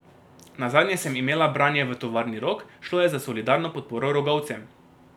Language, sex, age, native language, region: Slovenian, male, 18-29, Slovenian, Drava region